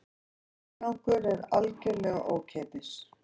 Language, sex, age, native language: Icelandic, female, 40-49, Icelandic